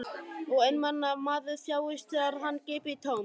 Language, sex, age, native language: Icelandic, male, 11, Icelandic